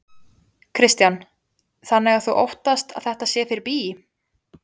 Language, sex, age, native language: Icelandic, female, 20-29, Icelandic